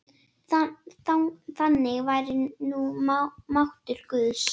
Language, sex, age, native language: Icelandic, female, 10, Icelandic